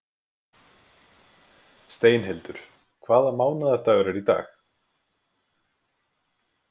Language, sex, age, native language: Icelandic, male, 20-29, Icelandic